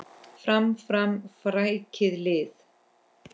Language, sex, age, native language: Icelandic, female, 10, Icelandic